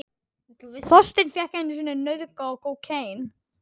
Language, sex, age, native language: Icelandic, male, 10, Icelandic